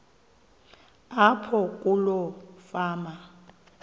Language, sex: Xhosa, female